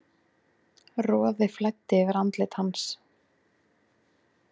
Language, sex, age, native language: Icelandic, female, 20-29, Icelandic